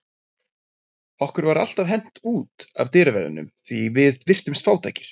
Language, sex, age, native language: Icelandic, male, 20-29, Icelandic